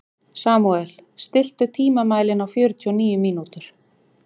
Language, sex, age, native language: Icelandic, female, 40-49, Icelandic